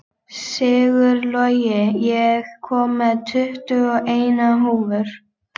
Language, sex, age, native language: Icelandic, female, 18-19, Icelandic